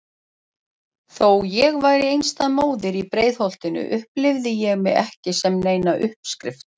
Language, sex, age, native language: Icelandic, female, 40-49, Icelandic